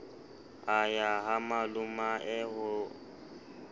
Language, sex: Southern Sotho, male